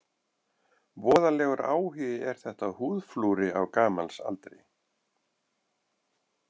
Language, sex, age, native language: Icelandic, male, 50-59, Icelandic